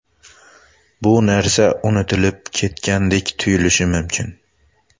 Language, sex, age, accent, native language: Uzbek, male, 25-34, Xorazm, Uzbek